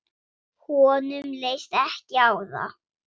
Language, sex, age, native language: Icelandic, female, 7, Swedish